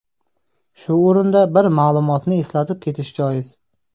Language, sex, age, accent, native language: Uzbek, male, 19-29, Samarqand, Uzbek